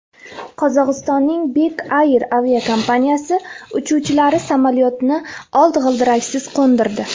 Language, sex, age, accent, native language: Uzbek, female, 19-29, Farg'ona, Uzbek